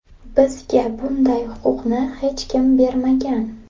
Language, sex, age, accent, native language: Uzbek, female, 18-24, Andijon, Uzbek